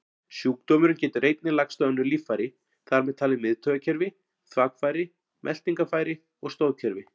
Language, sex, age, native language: Icelandic, male, 40-49, Icelandic